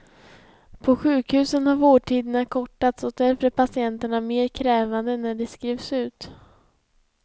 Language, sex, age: Swedish, female, 20